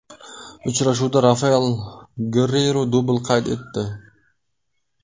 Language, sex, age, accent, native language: Uzbek, male, 18-24, Qashqadaryo, Uzbek